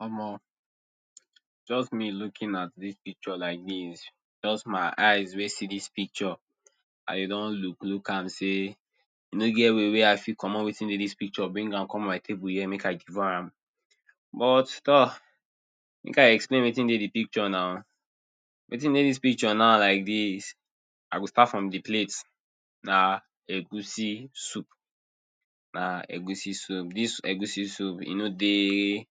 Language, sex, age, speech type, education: Nigerian Pidgin, male, 30-45, spontaneous, tertiary